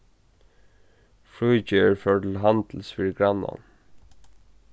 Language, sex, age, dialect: Faroese, male, 15-35, Norðurstreymoy/Eysturoy